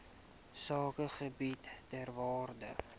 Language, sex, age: Afrikaans, male, 18